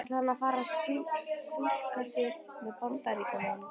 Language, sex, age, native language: Icelandic, female, 12, Icelandic